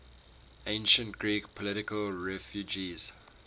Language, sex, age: English, male, 18